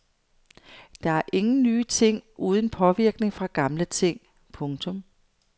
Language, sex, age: Danish, female, 55